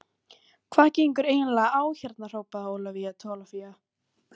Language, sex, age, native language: Icelandic, female, 18-19, Icelandic